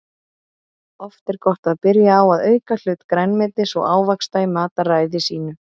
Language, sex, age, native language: Icelandic, female, 30-39, Icelandic